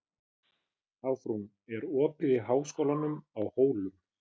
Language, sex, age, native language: Icelandic, male, 30-39, Icelandic